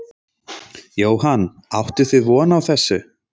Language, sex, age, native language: Icelandic, male, 30-39, Icelandic